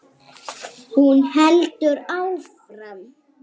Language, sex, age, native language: Icelandic, female, 7, Icelandic